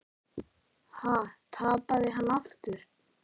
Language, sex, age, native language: Icelandic, male, 9, Icelandic